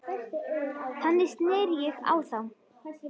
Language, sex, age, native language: Icelandic, female, 10, Icelandic